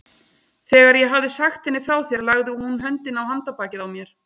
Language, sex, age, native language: Icelandic, female, 30-39, Icelandic